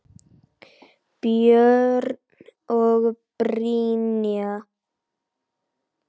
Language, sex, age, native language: Icelandic, male, 9, Icelandic